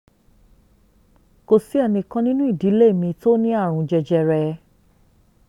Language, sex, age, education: Yoruba, female, 30-45, tertiary